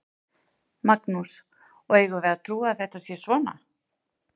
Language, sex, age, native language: Icelandic, female, 40-49, Icelandic